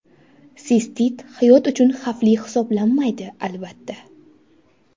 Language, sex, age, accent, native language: Uzbek, female, 12-17, Samarqand, Uzbek